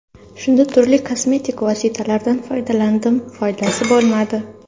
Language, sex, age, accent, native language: Uzbek, female, under 19, Toshkent shahri, Uzbek